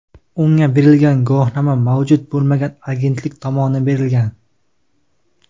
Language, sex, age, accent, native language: Uzbek, male, 19-29, Qashqadaryo, Uzbek